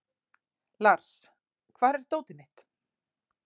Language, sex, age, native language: Icelandic, female, 40-49, Icelandic